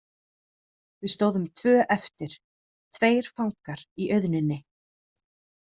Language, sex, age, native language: Icelandic, female, 30-39, Icelandic